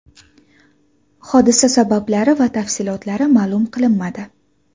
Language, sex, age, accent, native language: Uzbek, female, 18-24, Farg'ona, Uzbek